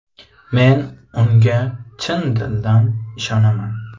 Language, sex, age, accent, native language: Uzbek, male, 18-24, Navoiy, Uzbek